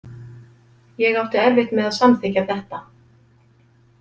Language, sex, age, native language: Icelandic, female, 50-59, Icelandic